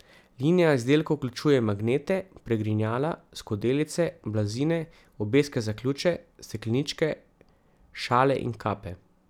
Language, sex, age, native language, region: Slovenian, male, 30-49, Slovenian, Central Slovenia